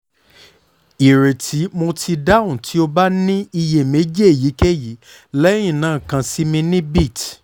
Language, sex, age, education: Yoruba, male, 15-29, tertiary